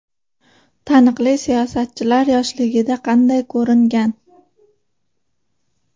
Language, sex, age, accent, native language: Uzbek, female, 18-24, Farg'ona, Uzbek